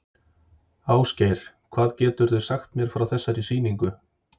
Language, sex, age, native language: Icelandic, male, 30-39, Icelandic